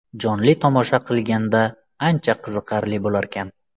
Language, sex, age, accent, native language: Uzbek, male, 25-34, Samarqand, Uzbek